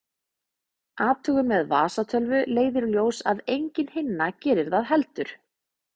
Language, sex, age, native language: Icelandic, female, 20-29, Icelandic